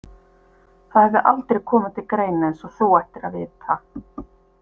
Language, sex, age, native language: Icelandic, female, 50-59, Icelandic